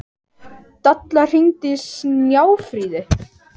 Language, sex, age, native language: Icelandic, female, 18-19, Icelandic